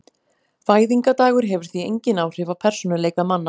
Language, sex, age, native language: Icelandic, female, 40-49, Icelandic